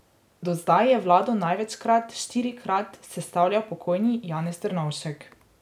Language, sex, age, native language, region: Slovenian, female, 18-29, Slovenian, Drava region